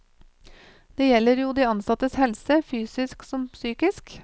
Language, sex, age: Norwegian, female, 28